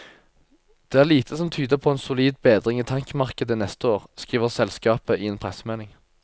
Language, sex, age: Norwegian, male, 24